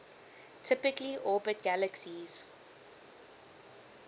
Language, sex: English, female